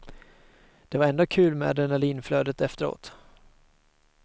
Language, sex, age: Swedish, male, 22